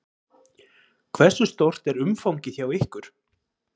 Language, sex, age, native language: Icelandic, male, 30-39, Icelandic